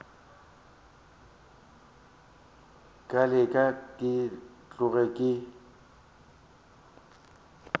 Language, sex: Northern Sotho, male